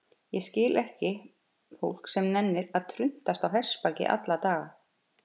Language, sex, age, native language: Icelandic, female, 50-59, Icelandic